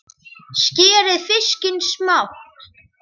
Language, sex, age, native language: Icelandic, male, 10, Icelandic